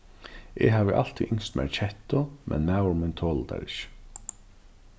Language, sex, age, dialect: Faroese, male, 36-60, Norðurstreymoy/Eysturoy